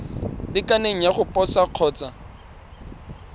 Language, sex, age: Tswana, male, 23